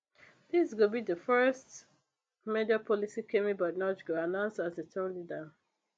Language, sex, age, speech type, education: Nigerian Pidgin, female, 15-29, spontaneous, tertiary